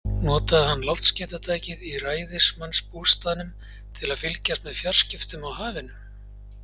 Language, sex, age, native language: Icelandic, male, 40-49, Icelandic